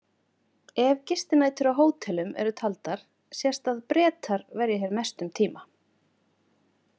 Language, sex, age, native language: Icelandic, female, 30-39, Icelandic